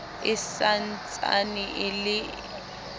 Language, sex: Southern Sotho, female